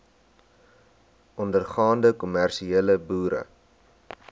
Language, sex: Afrikaans, male